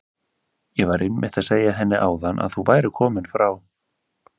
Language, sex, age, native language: Icelandic, male, 30-39, Icelandic